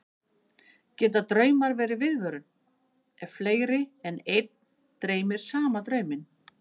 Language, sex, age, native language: Icelandic, female, 50-59, Icelandic